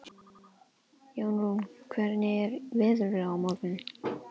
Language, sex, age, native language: Icelandic, male, 11, Icelandic